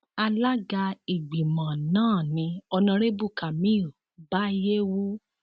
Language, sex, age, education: Yoruba, female, 30-45, tertiary